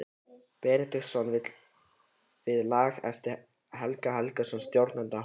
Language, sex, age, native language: Icelandic, male, 13, Icelandic